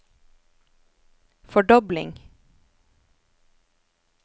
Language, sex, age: Norwegian, female, 27